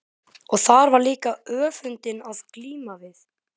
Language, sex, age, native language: Icelandic, male, 12, Icelandic